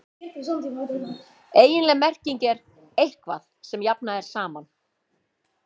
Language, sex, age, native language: Icelandic, female, 50-59, Icelandic